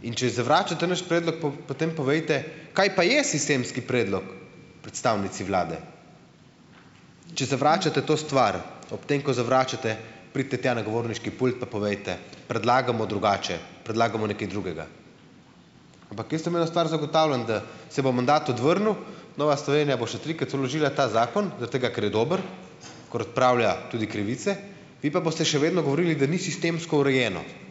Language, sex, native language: Slovenian, male, Slovenian